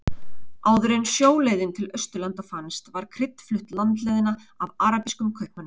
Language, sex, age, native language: Icelandic, female, 30-39, Icelandic